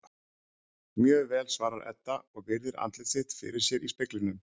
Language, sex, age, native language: Icelandic, male, 40-49, Icelandic